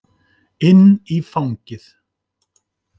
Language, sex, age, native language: Icelandic, male, 50-59, Icelandic